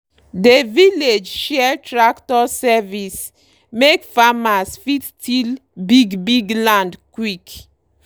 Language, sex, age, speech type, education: Nigerian Pidgin, female, 30-45, spontaneous, tertiary